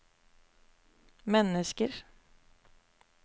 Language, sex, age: Norwegian, female, 24